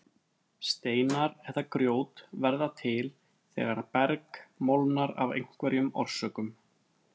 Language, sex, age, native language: Icelandic, male, 30-39, Icelandic